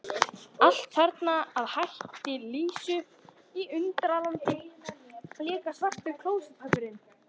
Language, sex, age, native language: Icelandic, female, 13, Icelandic